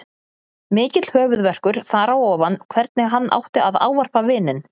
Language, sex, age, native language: Icelandic, female, 30-39, Icelandic